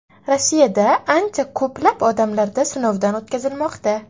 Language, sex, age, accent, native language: Uzbek, female, 18-24, Qashqadaryo, Uzbek